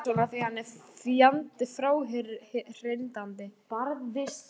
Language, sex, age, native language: Icelandic, female, 18-19, Icelandic